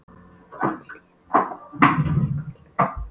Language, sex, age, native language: Icelandic, female, 12, Polish